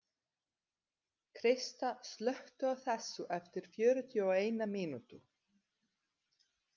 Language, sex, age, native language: Icelandic, female, 30-39, Serbo-Croatian